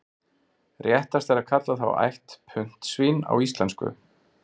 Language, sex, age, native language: Icelandic, male, 40-49, Icelandic